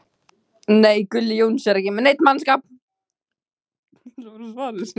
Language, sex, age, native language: Icelandic, female, 16, Icelandic